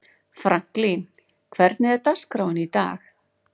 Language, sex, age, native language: Icelandic, female, 40-49, Icelandic